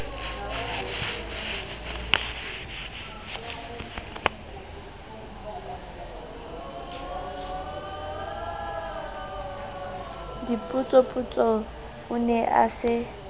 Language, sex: Southern Sotho, female